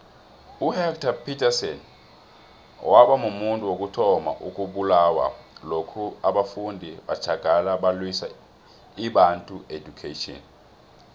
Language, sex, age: South Ndebele, male, 26